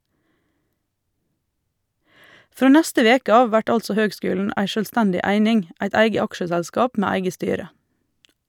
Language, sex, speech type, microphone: Norwegian, female, read, Shure